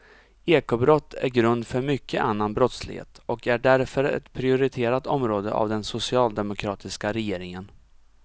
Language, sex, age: Swedish, male, 34